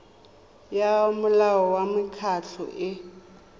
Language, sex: Tswana, female